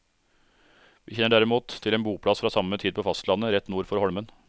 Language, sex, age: Norwegian, male, 36